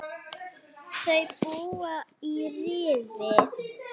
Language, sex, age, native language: Icelandic, female, 8, Icelandic